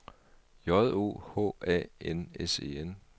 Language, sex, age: Danish, male, 38